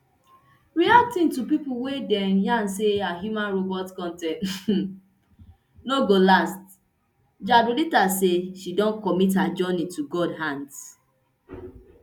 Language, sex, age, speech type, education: Nigerian Pidgin, female, 30-45, spontaneous, tertiary